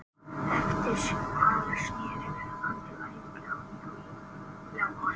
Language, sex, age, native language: Icelandic, male, 18-19, Icelandic